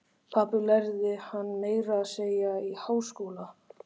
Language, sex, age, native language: Icelandic, male, 13, Icelandic